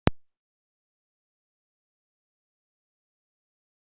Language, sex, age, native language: Icelandic, female, 40-49, Icelandic